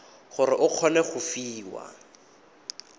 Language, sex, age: Tswana, male, 22